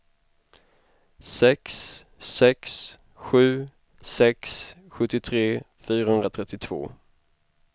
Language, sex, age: Swedish, male, 25